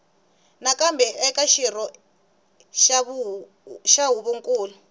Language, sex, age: Tsonga, female, 19